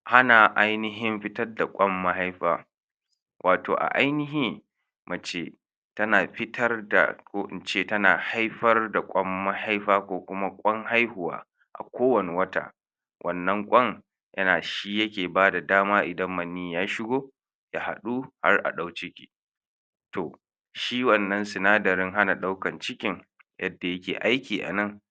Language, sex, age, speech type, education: Hausa, male, 60+, spontaneous, tertiary